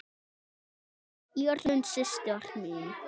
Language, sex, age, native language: Icelandic, male, 6, Icelandic